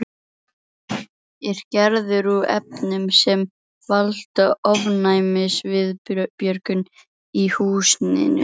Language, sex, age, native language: Icelandic, female, 11, Icelandic